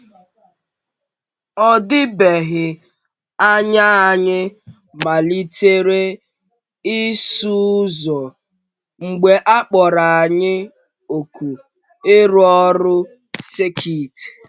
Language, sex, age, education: Igbo, female, 15-29, secondary